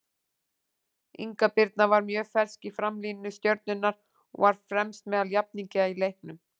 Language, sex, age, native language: Icelandic, female, 40-49, Icelandic